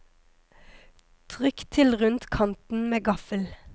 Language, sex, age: Norwegian, female, 23